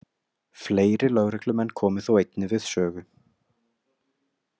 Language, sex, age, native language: Icelandic, male, 20-29, Icelandic